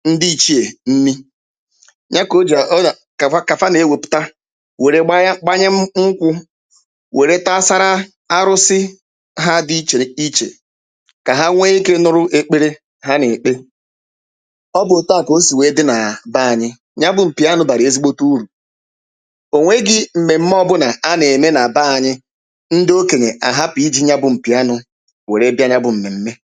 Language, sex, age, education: Igbo, male, 30-45, tertiary